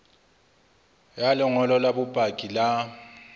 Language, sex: Southern Sotho, male